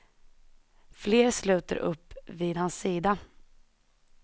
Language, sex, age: Swedish, female, 21